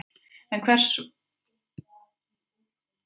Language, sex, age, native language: Icelandic, female, 30-39, Icelandic